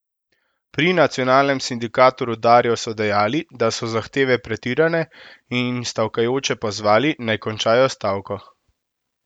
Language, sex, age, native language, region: Slovenian, male, 18-29, Slovenian, Central Slovenia